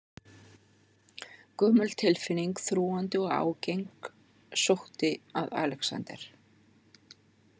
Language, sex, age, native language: Icelandic, female, 50-59, Icelandic